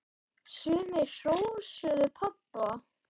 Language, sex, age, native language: Icelandic, male, 10, Icelandic